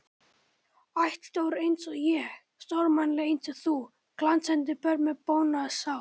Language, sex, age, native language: Icelandic, male, 18-19, Icelandic